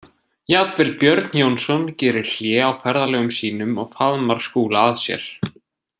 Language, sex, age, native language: Icelandic, male, 20-29, Icelandic